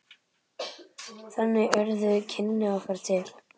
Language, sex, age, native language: Icelandic, male, 10, Icelandic